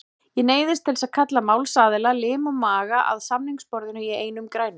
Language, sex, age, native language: Icelandic, female, 40-49, Icelandic